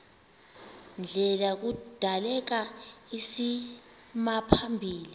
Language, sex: Xhosa, female